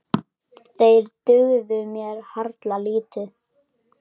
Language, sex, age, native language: Icelandic, male, 10, Icelandic